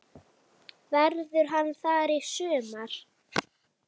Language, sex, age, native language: Icelandic, female, 8, Icelandic